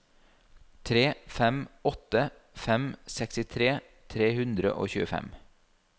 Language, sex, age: Norwegian, male, 32